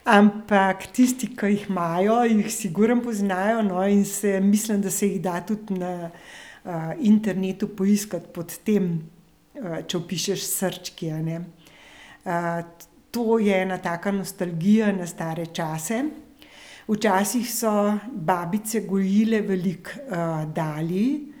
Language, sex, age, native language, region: Slovenian, female, 60+, Slovenian, Central Slovenia